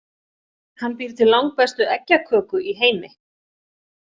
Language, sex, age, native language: Icelandic, female, 40-49, Icelandic